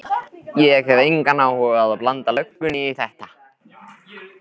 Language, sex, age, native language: Icelandic, male, 13, Icelandic